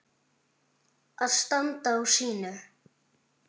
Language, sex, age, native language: Icelandic, male, 9, Icelandic